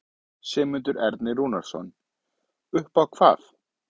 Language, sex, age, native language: Icelandic, male, 20-29, Icelandic